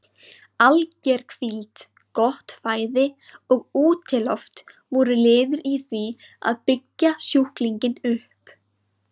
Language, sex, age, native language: Icelandic, female, 20-29, Icelandic